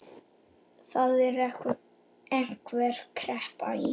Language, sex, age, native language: Icelandic, male, 8, Icelandic